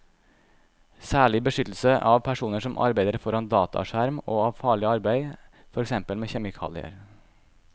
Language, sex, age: Norwegian, male, 26